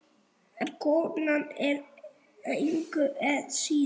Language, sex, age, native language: Icelandic, male, 7, Icelandic